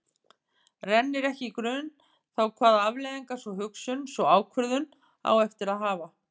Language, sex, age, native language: Icelandic, female, 50-59, Icelandic